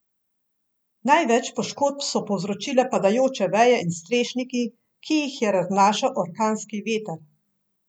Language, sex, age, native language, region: Slovenian, female, 50-59, Slovenian, Central Slovenia